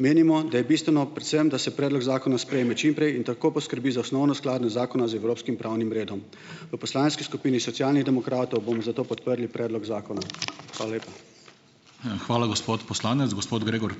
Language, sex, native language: Slovenian, male, Slovenian